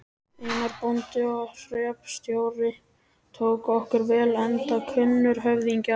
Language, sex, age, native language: Icelandic, male, 13, Icelandic